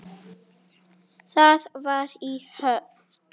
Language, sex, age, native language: Icelandic, female, 7, Icelandic